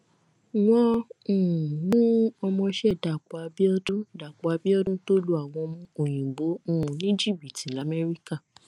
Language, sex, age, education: Yoruba, female, 15-29, tertiary